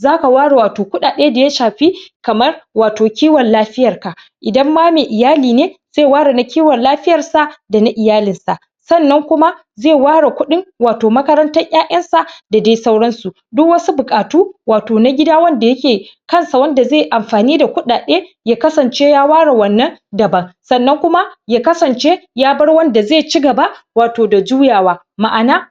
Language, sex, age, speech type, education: Hausa, male, 15-29, spontaneous, secondary